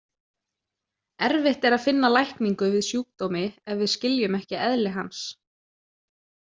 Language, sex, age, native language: Icelandic, female, 20-29, Icelandic